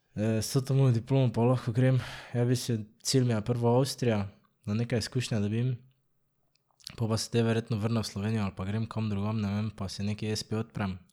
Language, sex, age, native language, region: Slovenian, male, 18-29, Slovenian, Drava region